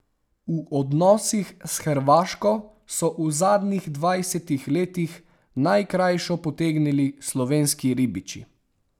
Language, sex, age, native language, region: Slovenian, male, 18-29, Slovenian, Savinja region